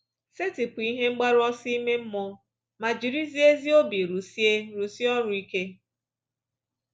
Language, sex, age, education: Igbo, female, 30-45, tertiary